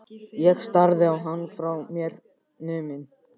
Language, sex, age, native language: Icelandic, male, 14, Icelandic